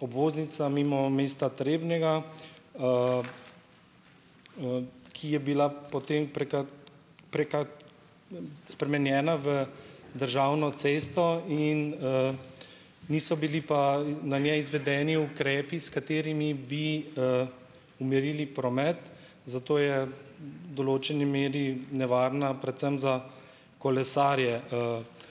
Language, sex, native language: Slovenian, male, Slovenian